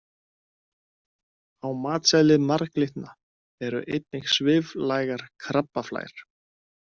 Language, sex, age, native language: Icelandic, male, 30-39, Icelandic